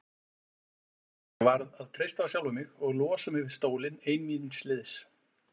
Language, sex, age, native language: Icelandic, male, 40-49, Icelandic